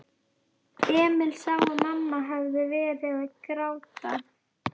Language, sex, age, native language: Icelandic, female, 11, Icelandic